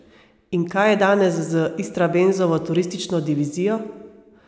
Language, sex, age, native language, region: Slovenian, female, 30-49, Slovenian, Savinja region